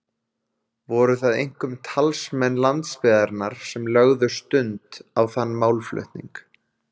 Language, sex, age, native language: Icelandic, male, 20-29, Icelandic